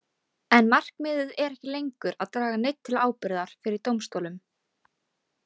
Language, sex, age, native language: Icelandic, female, 18-19, Icelandic